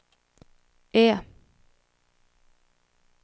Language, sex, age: Swedish, female, 21